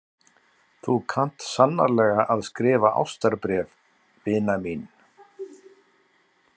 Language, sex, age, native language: Icelandic, male, 60-69, Icelandic